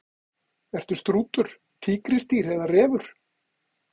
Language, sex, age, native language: Icelandic, male, 40-49, Icelandic